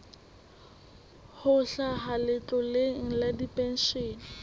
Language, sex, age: Southern Sotho, female, 18